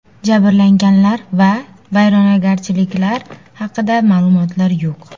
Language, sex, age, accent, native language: Uzbek, female, 18-24, Sirdaryo, Uzbek